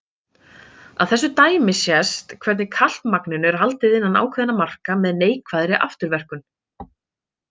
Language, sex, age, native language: Icelandic, female, 30-39, Icelandic